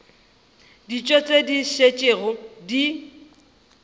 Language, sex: Northern Sotho, female